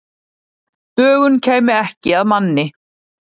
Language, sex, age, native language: Icelandic, female, 30-39, Icelandic